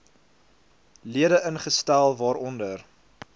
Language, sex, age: Afrikaans, male, 22